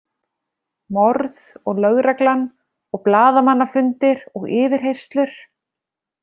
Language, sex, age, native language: Icelandic, female, 30-39, Icelandic